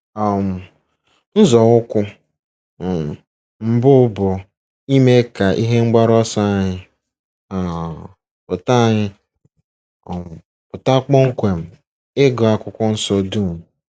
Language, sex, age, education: Igbo, male, 15-29, secondary